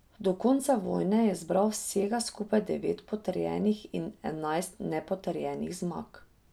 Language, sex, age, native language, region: Slovenian, female, 30-49, Slovenian, Drava region